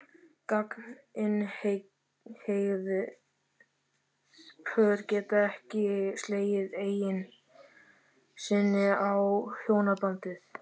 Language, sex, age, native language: Icelandic, male, 13, Icelandic